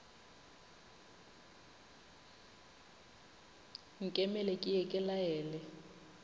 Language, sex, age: Northern Sotho, female, 25